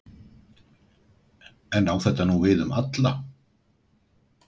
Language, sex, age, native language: Icelandic, male, 60-69, Icelandic